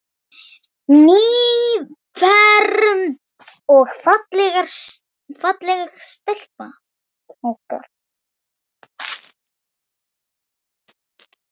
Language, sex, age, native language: Icelandic, male, 7, Icelandic